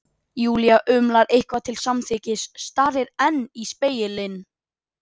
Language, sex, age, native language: Icelandic, female, 30-39, Icelandic